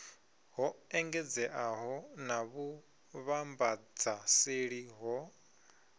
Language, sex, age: Venda, male, 22